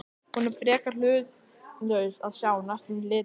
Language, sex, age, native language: Icelandic, male, 11, Icelandic